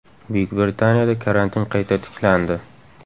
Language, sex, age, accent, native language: Uzbek, male, 18-24, Samarqand, Uzbek